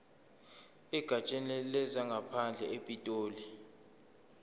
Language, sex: Zulu, male